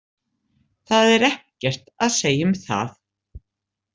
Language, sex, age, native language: Icelandic, female, 60-69, Icelandic